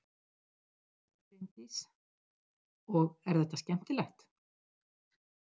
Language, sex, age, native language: Icelandic, female, 60-69, Icelandic